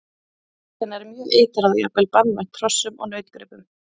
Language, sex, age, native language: Icelandic, female, 30-39, Icelandic